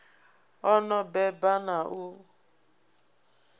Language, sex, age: Venda, female, 24